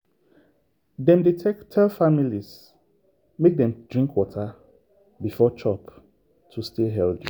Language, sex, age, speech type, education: Nigerian Pidgin, male, 30-45, spontaneous, tertiary